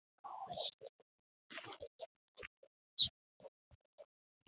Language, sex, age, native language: Icelandic, male, 70-79, Icelandic